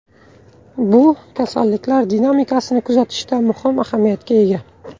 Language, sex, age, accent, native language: Uzbek, male, 18-24, Buxoro, Uzbek